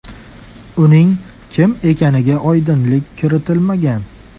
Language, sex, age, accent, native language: Uzbek, male, 18-24, Farg'ona, Uzbek